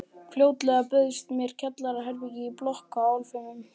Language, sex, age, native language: Icelandic, male, 11, Icelandic